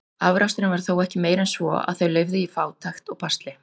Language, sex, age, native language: Icelandic, female, 40-49, Icelandic